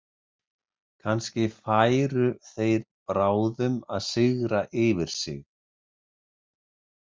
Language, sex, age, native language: Icelandic, male, 60-69, Icelandic